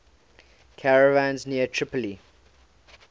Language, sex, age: English, male, 19